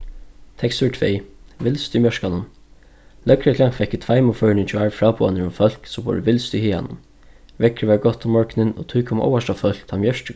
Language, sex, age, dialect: Faroese, male, 15-35, Suðurstreymoy